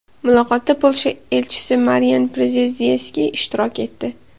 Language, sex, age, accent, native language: Uzbek, female, 18-24, Buxoro, Uzbek